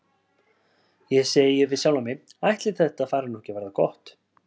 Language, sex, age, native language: Icelandic, male, 30-39, Icelandic